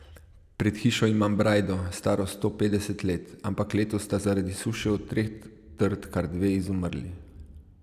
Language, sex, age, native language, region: Slovenian, male, 30-49, Slovenian, Savinja region